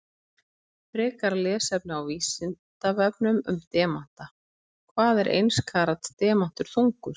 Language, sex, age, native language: Icelandic, female, 30-39, Icelandic